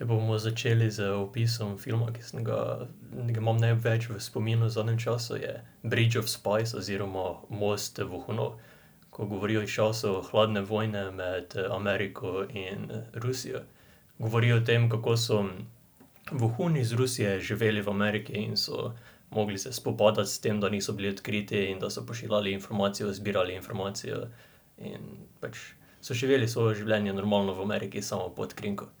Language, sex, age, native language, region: Slovenian, male, 18-29, Slovenian, Drava region